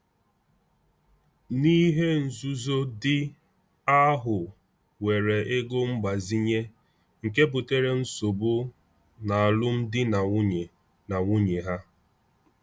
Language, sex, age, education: Igbo, male, 15-29, tertiary